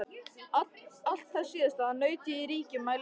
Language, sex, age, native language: Icelandic, male, 13, Icelandic